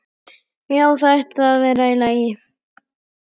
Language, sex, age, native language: Icelandic, male, 11, Icelandic